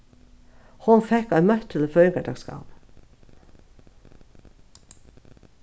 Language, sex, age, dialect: Faroese, female, 36-60, Norðuroyggjar